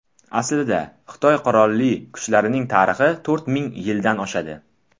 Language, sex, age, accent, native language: Uzbek, male, under 19, Buxoro, Tajik